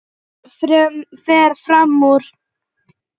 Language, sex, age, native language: Icelandic, male, 8, Icelandic